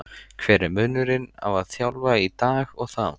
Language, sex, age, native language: Icelandic, male, 14, Icelandic